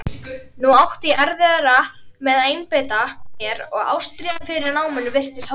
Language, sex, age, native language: Icelandic, female, 30-39, Icelandic